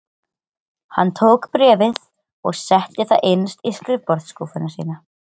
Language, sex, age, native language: Icelandic, other, 13, Icelandic